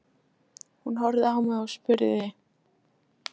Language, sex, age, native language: Icelandic, female, 13, Polish